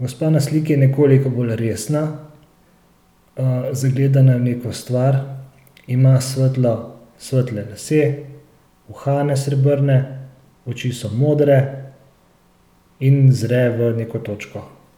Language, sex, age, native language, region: Slovenian, male, 30-49, Slovenian, Central Slovenia